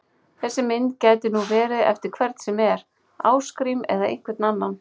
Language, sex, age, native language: Icelandic, female, 40-49, Icelandic